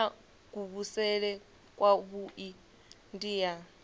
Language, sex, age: Venda, female, 22